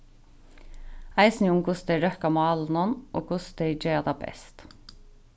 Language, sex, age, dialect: Faroese, female, 15-35, Sandoy